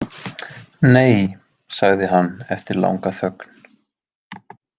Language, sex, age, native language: Icelandic, male, 20-29, Icelandic